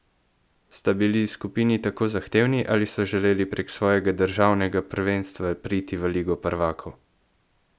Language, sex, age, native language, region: Slovenian, male, 18-29, Slovenian, Central Slovenia